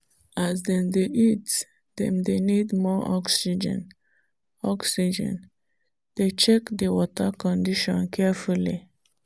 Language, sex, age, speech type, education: Nigerian Pidgin, female, 30-45, spontaneous, tertiary